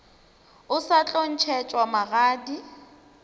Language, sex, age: Northern Sotho, female, 19